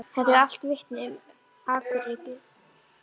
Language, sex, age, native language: Icelandic, female, 11, Icelandic